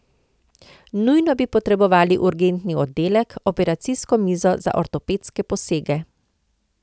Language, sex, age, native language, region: Slovenian, female, 50-59, Slovenian, Central Slovenia